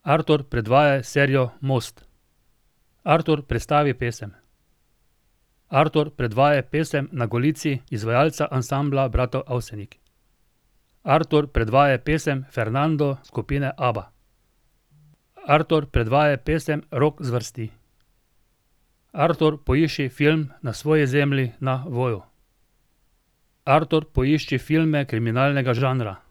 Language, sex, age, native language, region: Slovenian, male, 50-59, Slovenian, Drava region